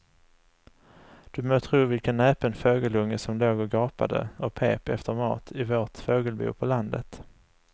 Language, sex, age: Swedish, male, 35